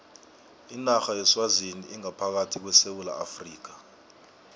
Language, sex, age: South Ndebele, male, 24